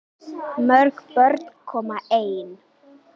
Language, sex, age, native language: Icelandic, male, 10, Icelandic